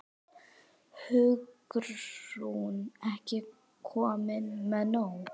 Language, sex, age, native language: Icelandic, female, 10, Icelandic